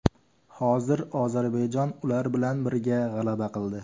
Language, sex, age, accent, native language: Uzbek, male, 18-24, Farg'ona, Uzbek